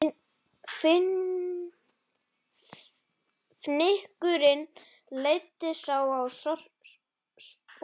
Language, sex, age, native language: Icelandic, male, 40-49, Icelandic